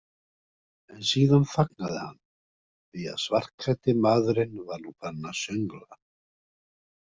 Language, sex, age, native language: Icelandic, male, 50-59, Icelandic